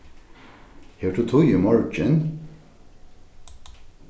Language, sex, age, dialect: Faroese, male, 36-60, Norðurstreymoy/Eysturoy